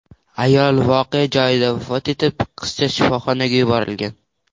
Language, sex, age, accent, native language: Uzbek, male, under 19, Toshkent shahri, Uzbek